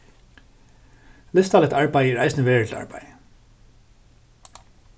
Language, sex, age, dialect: Faroese, male, 36-60, Suðurstreymoy